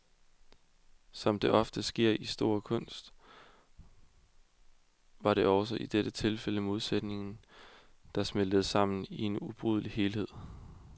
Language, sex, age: Danish, male, 20